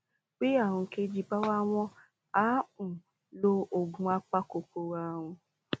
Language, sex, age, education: Yoruba, female, 15-29, tertiary